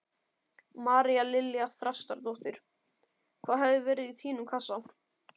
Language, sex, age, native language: Icelandic, male, 12, Icelandic